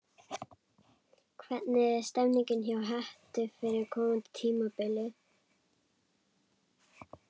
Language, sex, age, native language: Icelandic, female, 11, Icelandic